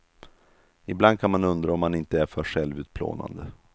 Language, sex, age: Swedish, male, 32